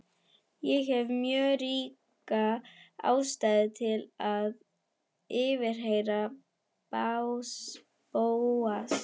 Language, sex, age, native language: Icelandic, female, 11, German